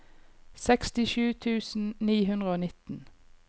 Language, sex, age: Norwegian, female, 39